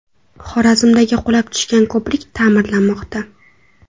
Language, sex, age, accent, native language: Uzbek, female, under 19, Toshkent viloyati, Uzbek